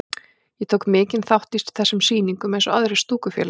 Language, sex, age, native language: Icelandic, female, 40-49, Icelandic